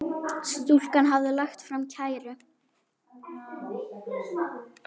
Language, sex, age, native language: Icelandic, female, 10, Icelandic